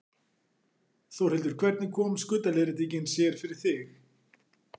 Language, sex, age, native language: Icelandic, male, 40-49, Icelandic